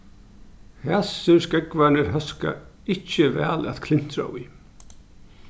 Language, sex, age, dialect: Faroese, male, 36-60, Norðurstreymoy/Eysturoy